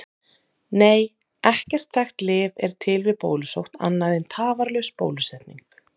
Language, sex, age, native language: Icelandic, female, 30-39, Icelandic